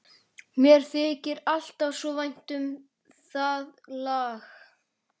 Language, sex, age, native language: Icelandic, male, 11, Icelandic